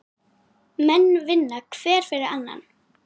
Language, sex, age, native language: Icelandic, female, 9, Icelandic